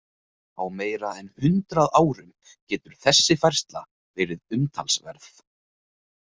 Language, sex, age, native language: Icelandic, male, 20-29, Icelandic